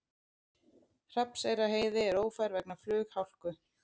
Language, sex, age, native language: Icelandic, female, 30-39, Icelandic